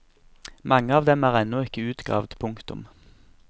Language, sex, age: Norwegian, male, 24